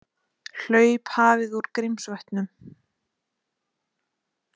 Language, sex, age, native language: Icelandic, female, 20-29, Icelandic